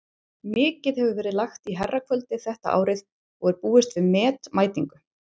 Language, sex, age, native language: Icelandic, female, 40-49, Icelandic